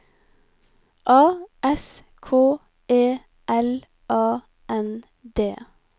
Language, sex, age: Norwegian, female, 25